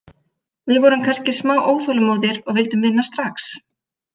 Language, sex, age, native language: Icelandic, female, 50-59, Icelandic